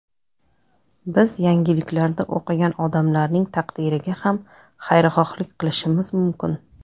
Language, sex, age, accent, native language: Uzbek, female, 30-39, Toshkent shahri, Uzbek